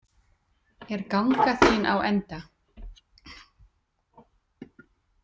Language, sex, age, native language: Icelandic, female, 40-49, Icelandic